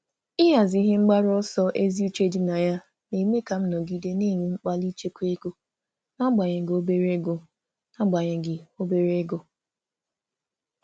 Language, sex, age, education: Igbo, male, 30-45, tertiary